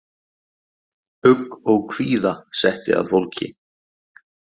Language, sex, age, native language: Icelandic, male, 20-29, Icelandic